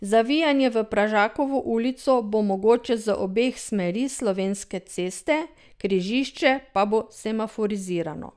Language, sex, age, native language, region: Slovenian, female, 50-59, Slovenian, Drava region